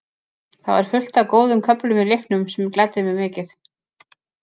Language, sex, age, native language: Icelandic, female, 50-59, Icelandic